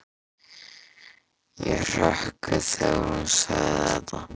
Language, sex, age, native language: Icelandic, male, 13, Icelandic